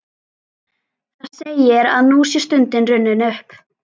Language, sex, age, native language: Icelandic, female, 11, Icelandic